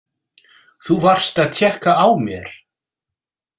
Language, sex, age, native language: Icelandic, male, 60-69, English